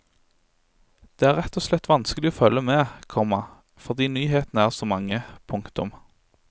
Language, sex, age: Norwegian, male, 23